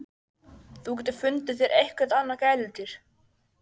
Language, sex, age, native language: Icelandic, male, 13, Icelandic